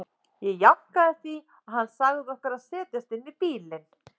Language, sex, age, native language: Icelandic, female, 30-39, Icelandic